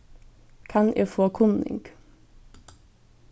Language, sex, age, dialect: Faroese, female, 15-35, Norðurstreymoy/Eysturoy